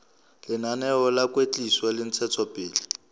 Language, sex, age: Southern Sotho, male, 26